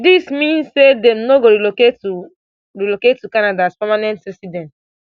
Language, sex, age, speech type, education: Nigerian Pidgin, female, 15-29, spontaneous, tertiary